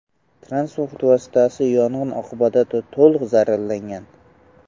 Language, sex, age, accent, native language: Uzbek, male, 12-17, Samarqand, Uzbek